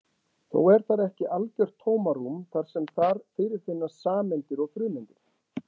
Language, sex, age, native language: Icelandic, male, 40-49, Icelandic